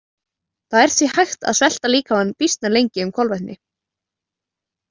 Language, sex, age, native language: Icelandic, female, 20-29, Icelandic